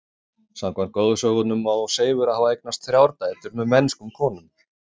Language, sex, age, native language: Icelandic, male, 30-39, Icelandic